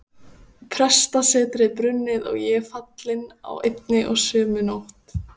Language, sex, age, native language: Icelandic, female, 14, Icelandic